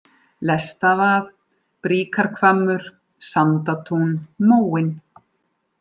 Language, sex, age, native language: Icelandic, female, 40-49, Icelandic